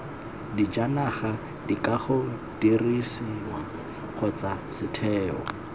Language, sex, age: Tswana, male, 21